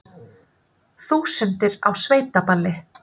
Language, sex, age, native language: Icelandic, female, 30-39, Icelandic